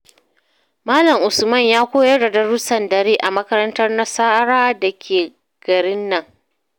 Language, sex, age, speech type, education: Hausa, female, 30-45, read, secondary